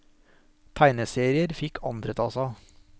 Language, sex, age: Norwegian, male, 43